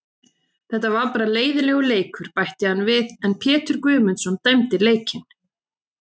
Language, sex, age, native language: Icelandic, female, 30-39, Icelandic